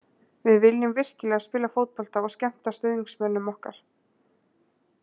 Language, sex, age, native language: Icelandic, female, 20-29, Icelandic